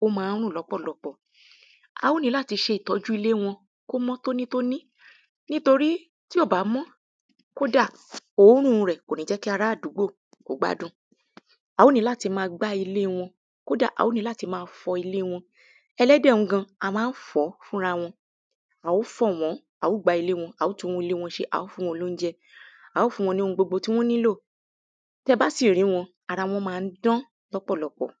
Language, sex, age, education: Yoruba, female, 30-45, primary